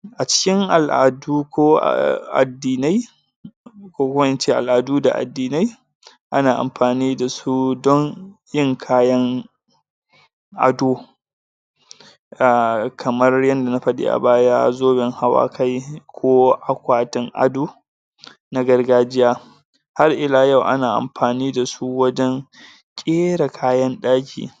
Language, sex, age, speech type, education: Hausa, male, 30-45, spontaneous, tertiary